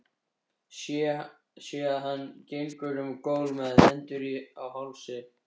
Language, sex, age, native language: Icelandic, male, 13, Icelandic